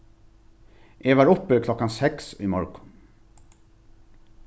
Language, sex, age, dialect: Faroese, male, 36-60, Norðurstreymoy/Eysturoy